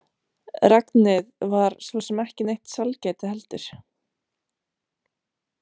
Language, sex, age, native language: Icelandic, female, 30-39, Romanian